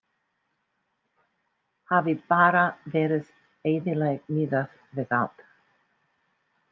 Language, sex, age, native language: Icelandic, female, 60-69, English